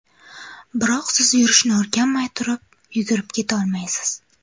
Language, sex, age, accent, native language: Uzbek, female, 18-24, Qashqadaryo, Uzbek